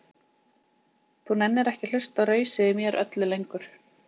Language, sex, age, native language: Icelandic, female, 20-29, Icelandic